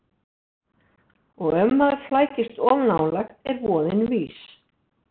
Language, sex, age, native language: Icelandic, female, 60-69, Icelandic